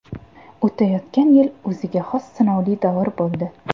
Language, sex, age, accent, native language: Uzbek, female, 18-24, Surxondaryo, Uzbek